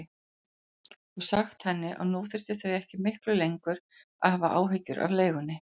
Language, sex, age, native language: Icelandic, female, 40-49, Icelandic